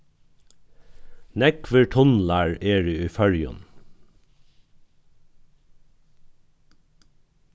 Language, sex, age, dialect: Faroese, male, 36-60, Norðuroyggjar